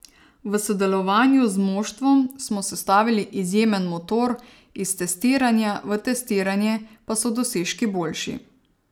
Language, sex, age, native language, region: Slovenian, female, 30-49, Slovenian, Savinja region